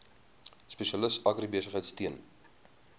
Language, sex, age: Afrikaans, male, 20